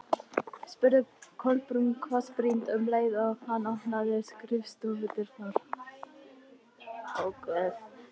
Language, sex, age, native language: Icelandic, other, 13, Icelandic